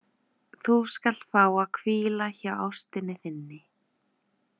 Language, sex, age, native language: Icelandic, female, 20-29, Icelandic